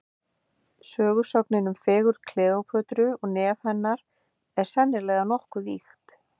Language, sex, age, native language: Icelandic, female, 50-59, Icelandic